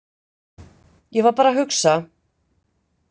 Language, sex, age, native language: Icelandic, female, 50-59, Icelandic